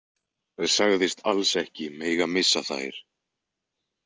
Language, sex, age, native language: Icelandic, male, 20-29, Icelandic